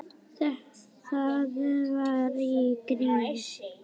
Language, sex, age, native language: Icelandic, female, 8, Icelandic